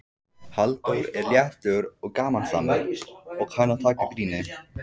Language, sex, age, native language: Icelandic, male, 14, Icelandic